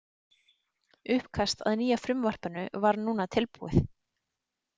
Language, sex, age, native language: Icelandic, female, 30-39, Icelandic